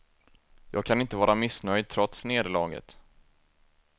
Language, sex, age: Swedish, male, 24